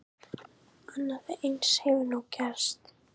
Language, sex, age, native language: Icelandic, female, 10, Icelandic